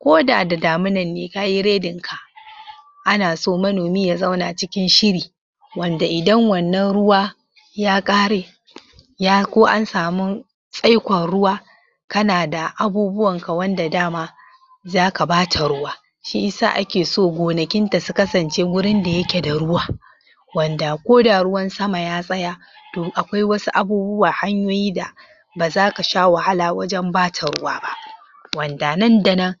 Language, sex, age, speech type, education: Hausa, male, 46-60, spontaneous, tertiary